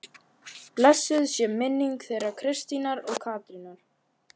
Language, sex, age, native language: Icelandic, male, 11, Icelandic